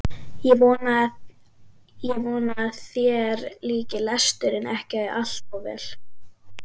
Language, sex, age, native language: Icelandic, female, 12, Icelandic